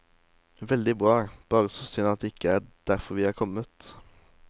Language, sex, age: Norwegian, male, 18